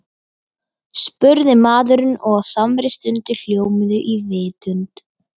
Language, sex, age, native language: Icelandic, female, 13, Icelandic